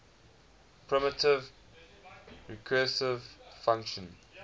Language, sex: English, male